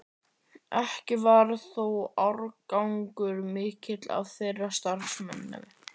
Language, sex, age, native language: Icelandic, male, 11, Icelandic